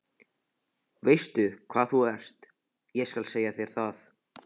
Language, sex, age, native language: Icelandic, male, 15, Icelandic